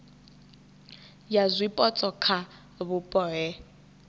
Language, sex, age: Venda, female, 21